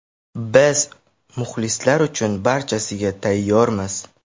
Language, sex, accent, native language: Uzbek, male, Samarqand, Uzbek